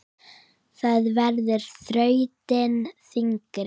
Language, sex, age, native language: Icelandic, female, 9, Icelandic